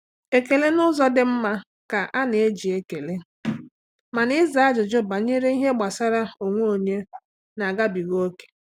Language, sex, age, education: Igbo, female, 30-45, tertiary